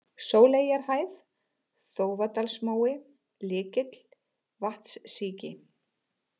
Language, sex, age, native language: Icelandic, female, 30-39, Icelandic